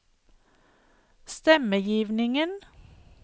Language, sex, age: Norwegian, female, 52